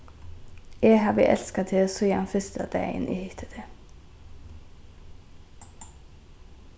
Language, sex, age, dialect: Faroese, female, 15-35, Norðurstreymoy/Eysturoy